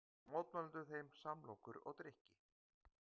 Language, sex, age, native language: Icelandic, male, 50-59, Icelandic